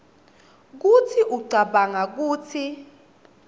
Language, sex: Swati, female